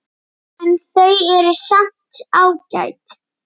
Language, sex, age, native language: Icelandic, male, 8, Icelandic